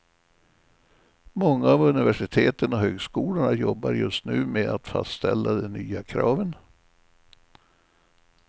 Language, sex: Swedish, male